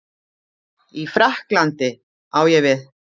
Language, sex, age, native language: Icelandic, female, 50-59, Icelandic